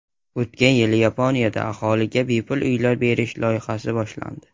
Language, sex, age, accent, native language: Uzbek, male, under 19, Qashqadaryo, Uzbek